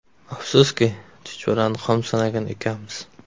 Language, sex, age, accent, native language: Uzbek, male, 18-24, Surxondaryo, Uzbek